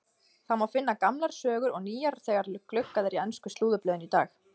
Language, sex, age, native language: Icelandic, female, 20-29, Icelandic